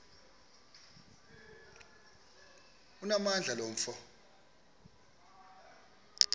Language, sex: Xhosa, male